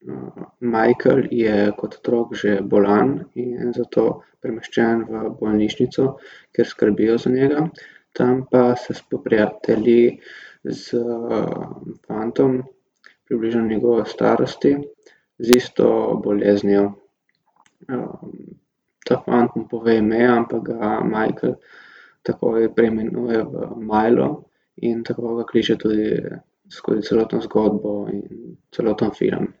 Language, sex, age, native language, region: Slovenian, male, 18-29, Slovenian, Gorica region